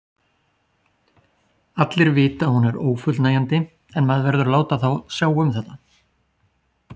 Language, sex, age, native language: Icelandic, male, 40-49, Icelandic